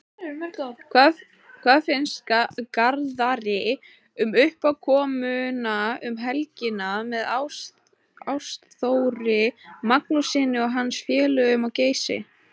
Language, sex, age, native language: Icelandic, female, 18-19, Icelandic